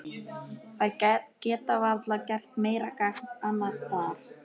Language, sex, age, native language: Icelandic, female, 13, Icelandic